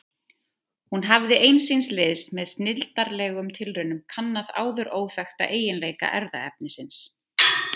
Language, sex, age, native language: Icelandic, female, 30-39, Icelandic